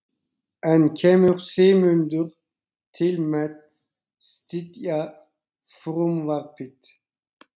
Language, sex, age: Icelandic, male, 40-49